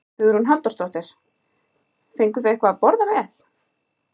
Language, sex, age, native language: Icelandic, female, 30-39, Icelandic